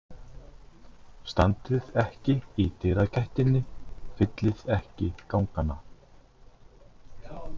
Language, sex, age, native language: Icelandic, male, 50-59, Icelandic